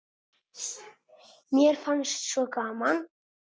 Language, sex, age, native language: Icelandic, male, 8, Italian